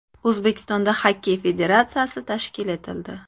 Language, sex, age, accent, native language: Uzbek, female, 25-34, Andijon, Uzbek